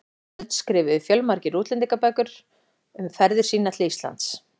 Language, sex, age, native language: Icelandic, female, 14, Icelandic